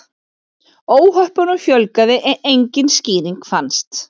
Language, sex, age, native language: Icelandic, female, 40-49, Icelandic